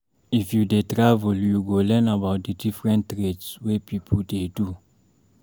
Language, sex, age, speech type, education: Nigerian Pidgin, male, 30-45, read, primary